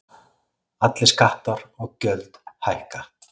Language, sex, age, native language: Icelandic, male, 40-49, Icelandic